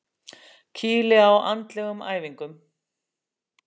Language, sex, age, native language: Icelandic, female, 60-69, Icelandic